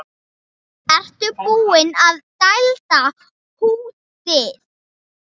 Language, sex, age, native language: Icelandic, female, 7, Icelandic